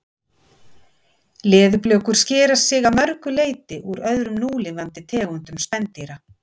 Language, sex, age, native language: Icelandic, female, 50-59, Icelandic